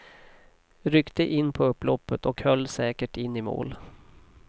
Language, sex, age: Swedish, male, 40